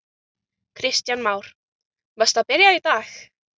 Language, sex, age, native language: Icelandic, other, 13, Icelandic